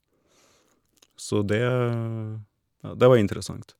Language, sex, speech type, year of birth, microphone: Norwegian, male, spontaneous, 1979, Shure